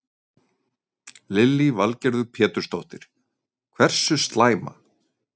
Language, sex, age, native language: Icelandic, male, 30-39, Icelandic